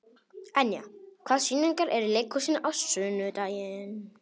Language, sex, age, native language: Icelandic, male, 18-19, Polish